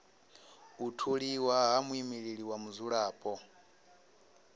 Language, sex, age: Venda, male, 19